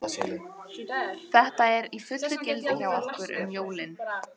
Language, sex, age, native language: Icelandic, female, 18-19, Icelandic